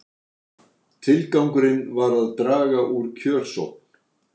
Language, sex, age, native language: Icelandic, male, 60-69, Icelandic